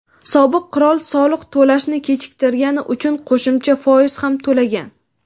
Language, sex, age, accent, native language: Uzbek, female, 18-24, Navoiy, Uzbek